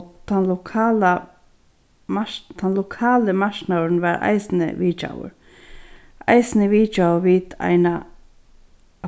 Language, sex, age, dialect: Faroese, female, 36-60, Sandoy